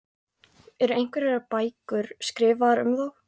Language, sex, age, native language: Icelandic, female, 14, Icelandic